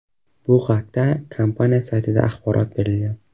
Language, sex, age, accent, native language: Uzbek, male, 12-17, Xorazm, Uzbek